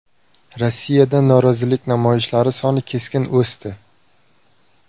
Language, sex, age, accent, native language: Uzbek, male, 18-24, Surxondaryo, Uzbek